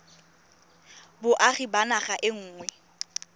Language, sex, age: Tswana, female, 23